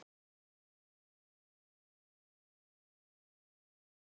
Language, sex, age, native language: Icelandic, female, 11, Icelandic